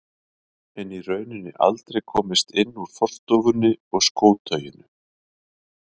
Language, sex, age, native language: Icelandic, male, 50-59, Icelandic